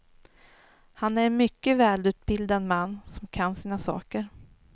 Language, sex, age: Swedish, female, 39